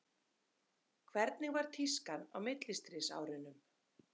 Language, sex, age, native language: Icelandic, female, 30-39, Icelandic